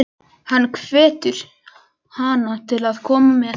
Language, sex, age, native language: Icelandic, male, 11, Icelandic